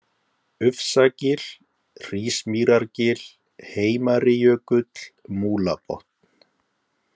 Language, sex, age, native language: Icelandic, male, 30-39, Icelandic